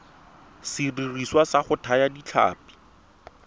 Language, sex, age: Tswana, male, 23